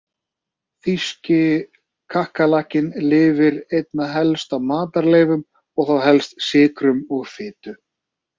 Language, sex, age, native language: Icelandic, male, 30-39, Icelandic